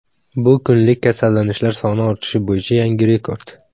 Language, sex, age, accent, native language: Uzbek, male, under 19, Samarqand, Uzbek